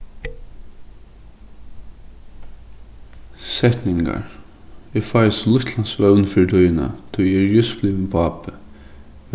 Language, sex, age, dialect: Faroese, male, 15-35, Suðurstreymoy